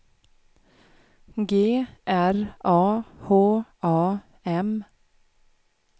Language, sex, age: Swedish, female, 36